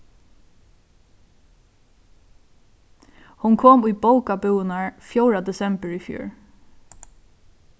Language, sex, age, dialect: Faroese, female, 15-35, Suðurstreymoy